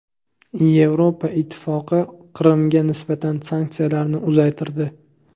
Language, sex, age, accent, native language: Uzbek, male, 18-24, Andijon, Uzbek